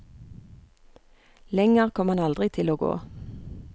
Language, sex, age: Norwegian, female, 39